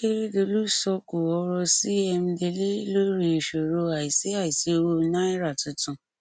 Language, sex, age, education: Yoruba, female, 30-45, tertiary